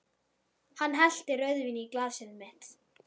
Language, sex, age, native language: Icelandic, female, 12, Icelandic